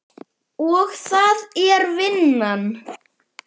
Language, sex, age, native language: Icelandic, male, 10, Icelandic